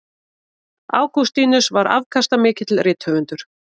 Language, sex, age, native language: Icelandic, female, 30-39, Icelandic